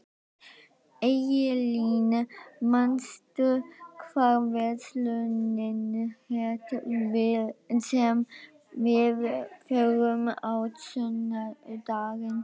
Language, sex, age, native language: Icelandic, female, 12, Icelandic